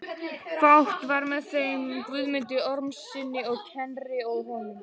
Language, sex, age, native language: Icelandic, male, 12, Icelandic